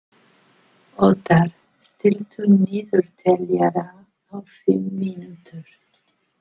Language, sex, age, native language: Icelandic, female, 50-59, English